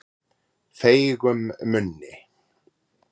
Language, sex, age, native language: Icelandic, male, 40-49, Icelandic